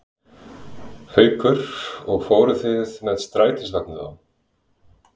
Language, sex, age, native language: Icelandic, male, 20-29, Icelandic